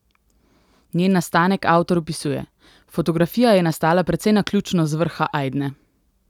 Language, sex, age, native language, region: Slovenian, female, 18-29, Slovenian, Central Slovenia